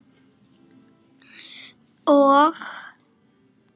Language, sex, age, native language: Icelandic, female, 7, Icelandic